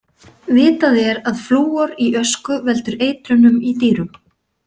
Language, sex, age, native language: Icelandic, female, 40-49, Icelandic